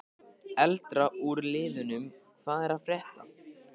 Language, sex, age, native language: Icelandic, male, 15, Icelandic